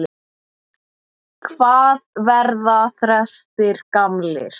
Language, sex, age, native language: Icelandic, male, 8, Icelandic